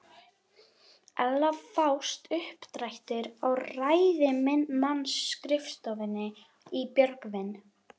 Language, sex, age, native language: Icelandic, female, 11, Icelandic